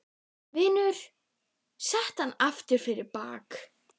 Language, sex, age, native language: Icelandic, female, 12, Icelandic